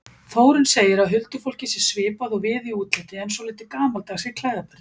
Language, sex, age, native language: Icelandic, female, 50-59, Icelandic